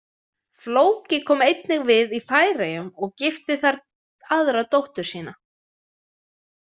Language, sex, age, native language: Icelandic, female, 20-29, Icelandic